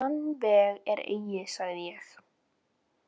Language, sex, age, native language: Icelandic, female, 18-19, Icelandic